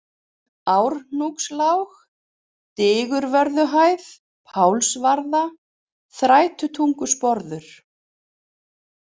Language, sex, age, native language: Icelandic, female, 40-49, Icelandic